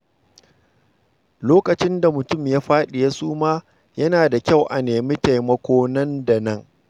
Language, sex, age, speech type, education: Hausa, male, 46-60, read, secondary